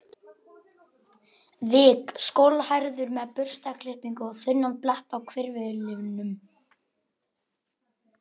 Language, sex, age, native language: Icelandic, male, 11, Icelandic